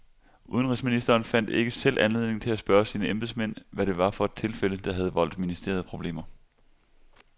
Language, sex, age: Danish, male, 25